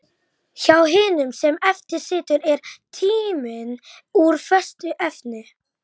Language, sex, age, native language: Icelandic, male, 11, Icelandic